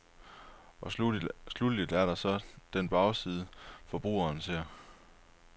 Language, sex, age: Danish, male, 23